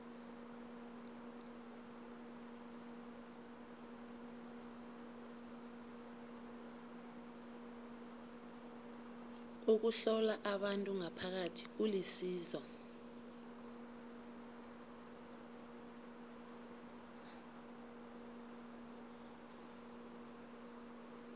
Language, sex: South Ndebele, female